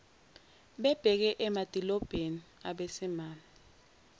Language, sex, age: Zulu, female, 17